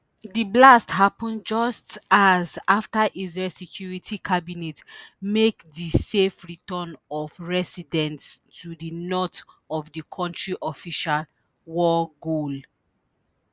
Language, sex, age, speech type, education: Nigerian Pidgin, female, 30-45, spontaneous, tertiary